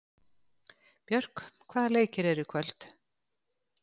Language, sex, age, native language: Icelandic, female, 60-69, Icelandic